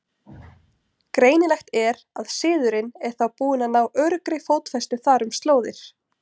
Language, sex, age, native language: Icelandic, female, 20-29, Icelandic